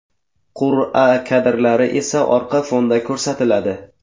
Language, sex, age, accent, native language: Uzbek, male, 18-24, Jizzax, Uzbek